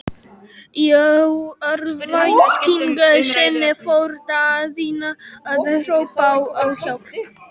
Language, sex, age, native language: Icelandic, female, 12, Icelandic